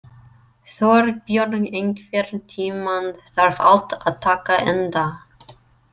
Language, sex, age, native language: Icelandic, female, 30-39, English